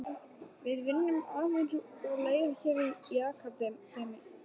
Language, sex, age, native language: Icelandic, male, 11, Icelandic